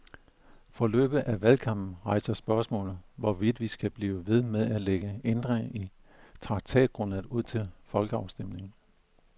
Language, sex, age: Danish, male, 41